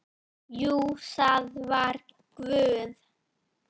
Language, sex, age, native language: Icelandic, female, 9, Icelandic